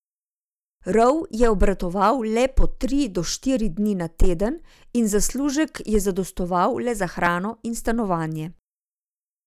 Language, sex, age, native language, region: Slovenian, female, 50-59, Slovenian, Zasavska region